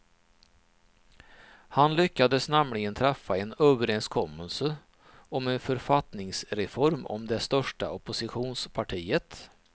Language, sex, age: Swedish, male, 39